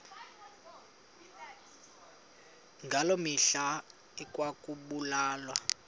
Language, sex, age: Xhosa, male, 35